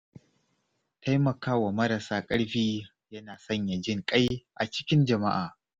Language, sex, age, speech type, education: Hausa, male, 30-45, spontaneous, tertiary